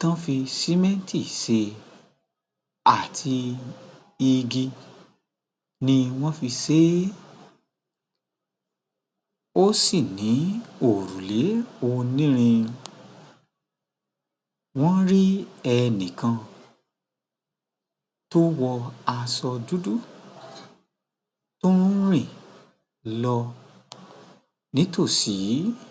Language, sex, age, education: Yoruba, male, 30-45, tertiary